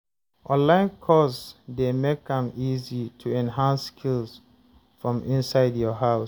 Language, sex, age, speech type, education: Nigerian Pidgin, male, 30-45, read, tertiary